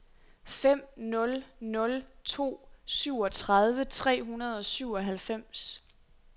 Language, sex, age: Danish, female, 23